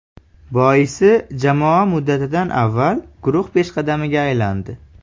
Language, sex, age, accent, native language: Uzbek, male, 18-24, Farg'ona, Uzbek